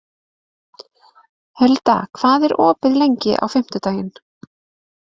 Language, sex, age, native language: Icelandic, female, 20-29, Icelandic